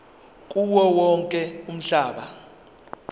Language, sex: Zulu, male